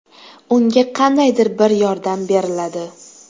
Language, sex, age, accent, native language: Uzbek, female, 19-29, Toshkent shahri, Uzbek